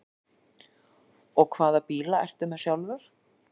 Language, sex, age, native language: Icelandic, female, 40-49, Icelandic